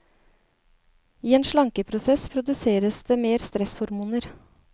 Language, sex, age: Norwegian, female, 36